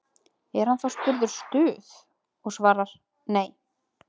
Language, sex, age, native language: Icelandic, female, 30-39, Icelandic